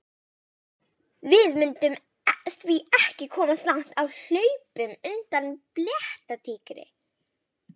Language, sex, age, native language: Icelandic, female, 18-19, Icelandic